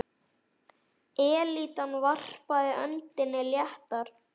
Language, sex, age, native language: Icelandic, male, 9, Icelandic